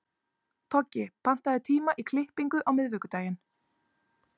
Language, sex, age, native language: Icelandic, female, 30-39, Icelandic